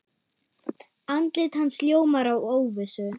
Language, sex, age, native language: Icelandic, female, 9, German